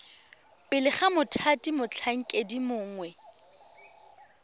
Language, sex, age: Tswana, female, 21